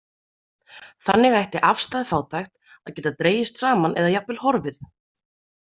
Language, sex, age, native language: Icelandic, female, 30-39, Icelandic